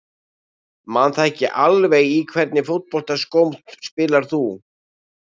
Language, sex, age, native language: Icelandic, male, 60-69, Icelandic